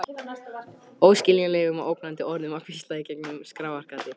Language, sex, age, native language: Icelandic, male, 13, Icelandic